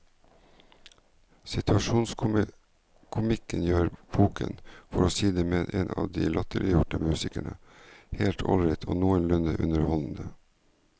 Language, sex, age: Norwegian, male, 49